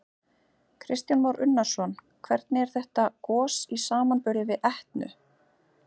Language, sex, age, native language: Icelandic, female, 40-49, Icelandic